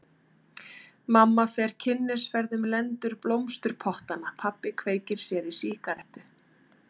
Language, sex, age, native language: Icelandic, female, 30-39, Icelandic